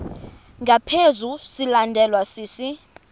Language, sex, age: Xhosa, female, 32